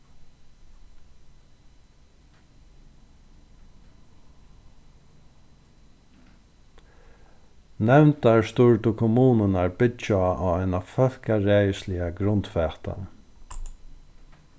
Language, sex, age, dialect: Faroese, male, 36-60, Norðurstreymoy/Eysturoy